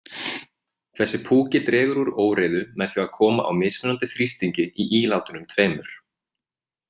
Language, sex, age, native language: Icelandic, male, 20-29, Icelandic